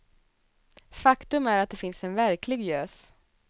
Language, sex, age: Swedish, female, 27